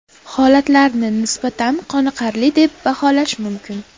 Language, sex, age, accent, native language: Uzbek, female, 12-17, Farg'ona, Uzbek